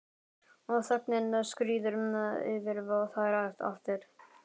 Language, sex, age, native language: Icelandic, male, 11, Icelandic